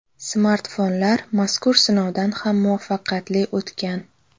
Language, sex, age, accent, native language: Uzbek, female, 18-24, Navoiy, Uzbek